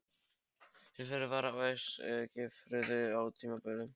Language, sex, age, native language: Icelandic, male, 13, Polish